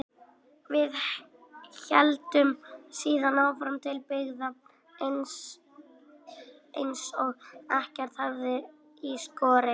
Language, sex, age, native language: Icelandic, male, 18-19, Icelandic